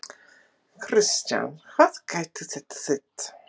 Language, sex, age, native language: Icelandic, female, 50-59, English